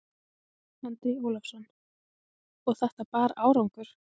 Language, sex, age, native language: Icelandic, female, 20-29, Icelandic